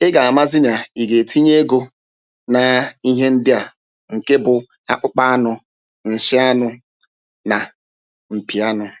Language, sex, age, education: Igbo, male, 30-45, tertiary